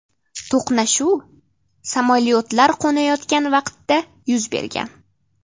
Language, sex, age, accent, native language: Uzbek, female, 12-17, Namangan, Uzbek